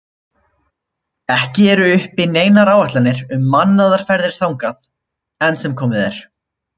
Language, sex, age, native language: Icelandic, male, 20-29, Icelandic